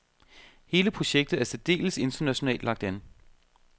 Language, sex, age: Danish, male, 32